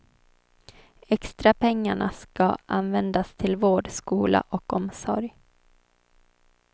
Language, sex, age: Swedish, female, 23